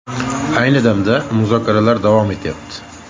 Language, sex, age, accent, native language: Uzbek, male, 18-24, Andijon, Uzbek